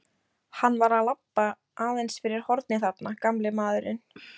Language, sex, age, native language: Icelandic, female, 13, Icelandic